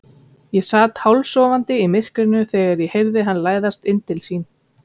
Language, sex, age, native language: Icelandic, female, 30-39, Icelandic